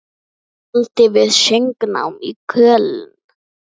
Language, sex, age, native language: Icelandic, female, 9, Icelandic